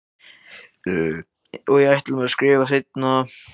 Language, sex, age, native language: Icelandic, male, 14, Icelandic